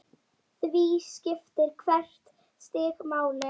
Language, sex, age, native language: Icelandic, female, 9, Icelandic